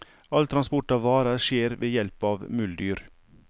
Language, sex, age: Norwegian, male, 55